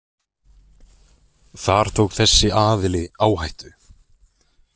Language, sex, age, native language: Icelandic, male, 20-29, Icelandic